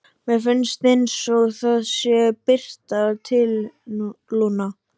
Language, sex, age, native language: Icelandic, male, 12, Icelandic